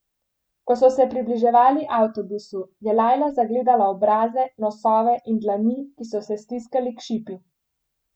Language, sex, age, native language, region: Slovenian, female, 18-29, Slovenian, Central Slovenia